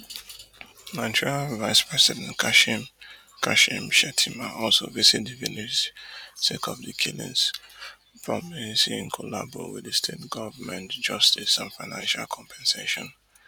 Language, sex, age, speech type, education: Nigerian Pidgin, male, 30-45, spontaneous, tertiary